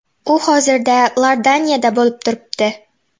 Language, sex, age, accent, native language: Uzbek, female, 12-17, Xorazm, Uzbek